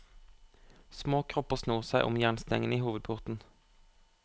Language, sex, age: Norwegian, male, 25